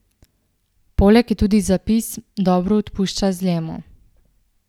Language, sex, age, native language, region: Slovenian, female, 18-29, Slovenian, Central Slovenia